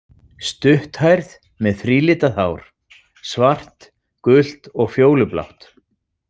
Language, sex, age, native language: Icelandic, male, 40-49, Icelandic